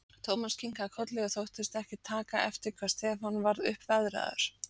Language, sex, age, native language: Icelandic, female, 40-49, Icelandic